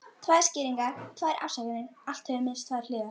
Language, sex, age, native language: Icelandic, female, 12, Icelandic